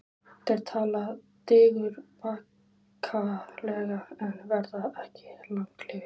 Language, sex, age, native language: Icelandic, female, 20-29, Icelandic